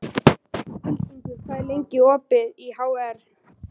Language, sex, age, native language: Icelandic, male, 11, Icelandic